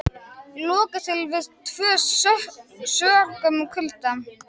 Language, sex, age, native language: Icelandic, male, 18-19, Icelandic